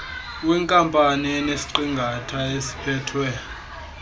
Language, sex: Xhosa, male